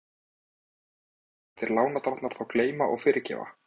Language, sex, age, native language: Icelandic, male, 20-29, Icelandic